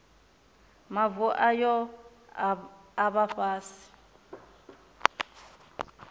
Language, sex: Venda, female